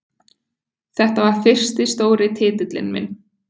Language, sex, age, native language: Icelandic, female, 20-29, Icelandic